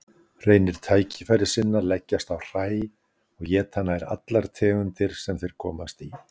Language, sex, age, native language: Icelandic, male, 60-69, Icelandic